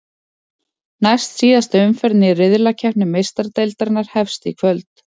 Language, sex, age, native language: Icelandic, female, 40-49, Icelandic